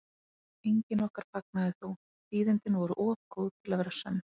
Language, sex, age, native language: Icelandic, female, 30-39, Icelandic